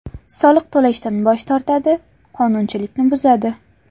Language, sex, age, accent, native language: Uzbek, female, 18-24, Farg'ona, Uzbek